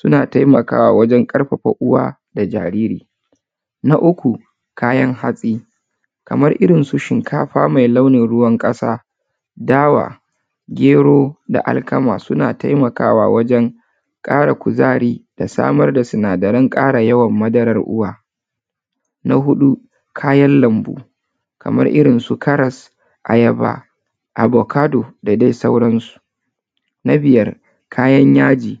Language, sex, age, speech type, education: Hausa, female, 30-45, spontaneous, tertiary